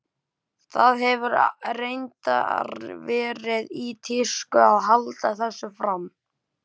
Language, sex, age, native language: Icelandic, male, 11, Icelandic